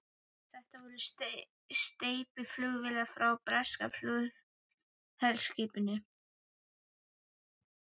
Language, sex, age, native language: Icelandic, male, 12, Icelandic